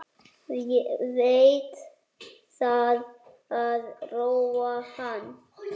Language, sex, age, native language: Icelandic, male, 6, Icelandic